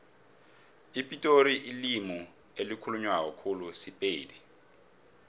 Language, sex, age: South Ndebele, male, 26